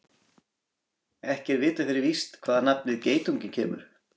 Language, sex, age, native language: Icelandic, male, 40-49, Icelandic